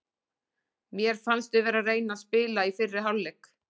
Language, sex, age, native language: Icelandic, female, 40-49, Icelandic